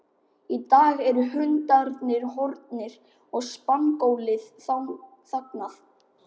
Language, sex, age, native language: Icelandic, male, 12, Icelandic